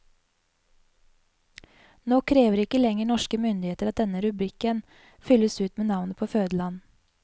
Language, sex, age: Norwegian, female, 20